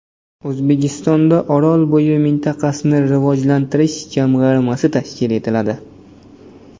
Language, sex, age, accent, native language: Uzbek, male, 18-24, Namangan, Uzbek